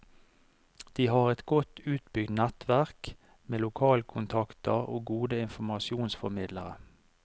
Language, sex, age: Norwegian, male, 49